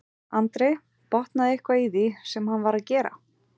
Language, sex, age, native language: Icelandic, female, 40-49, Icelandic